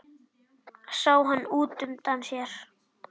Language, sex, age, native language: Icelandic, male, 10, Icelandic